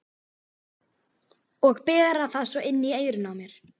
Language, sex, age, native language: Icelandic, female, 12, Icelandic